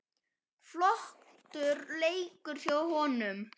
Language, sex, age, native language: Icelandic, male, 10, Icelandic